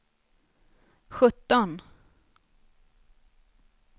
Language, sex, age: Swedish, female, 29